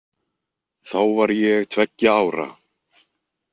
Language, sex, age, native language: Icelandic, male, 20-29, Icelandic